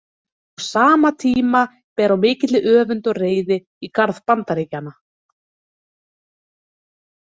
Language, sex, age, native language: Icelandic, female, 30-39, Icelandic